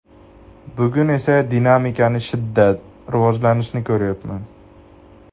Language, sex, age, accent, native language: Uzbek, male, 18-24, Andijon, Uzbek